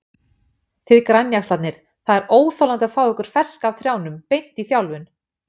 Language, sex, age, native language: Icelandic, female, 50-59, Icelandic